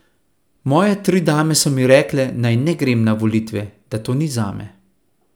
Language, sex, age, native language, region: Slovenian, male, 30-49, Slovenian, Central Slovenia